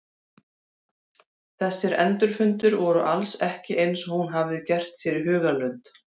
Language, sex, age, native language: Icelandic, female, 40-49, Icelandic